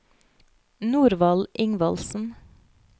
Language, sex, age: Norwegian, female, 30